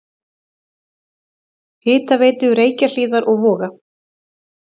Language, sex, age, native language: Icelandic, female, 30-39, Icelandic